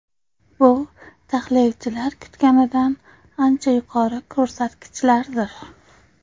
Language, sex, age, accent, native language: Uzbek, female, 25-34, Qashqadaryo, Uzbek